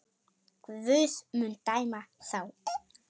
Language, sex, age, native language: Icelandic, male, 18-19, Icelandic